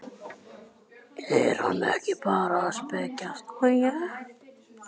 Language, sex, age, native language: Icelandic, male, 12, Icelandic